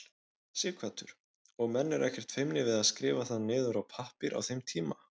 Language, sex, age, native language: Icelandic, male, 20-29, Icelandic